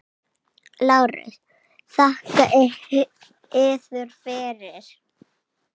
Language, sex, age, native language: Icelandic, female, 8, Icelandic